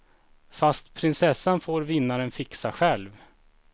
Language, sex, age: Swedish, male, 36